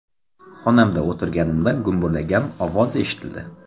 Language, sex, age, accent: Uzbek, male, 25-34, Qoraqalpog'iston